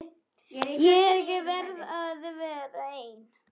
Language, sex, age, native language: Icelandic, female, 10, Icelandic